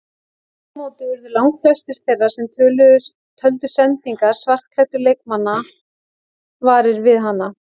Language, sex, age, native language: Icelandic, female, 18-19, Icelandic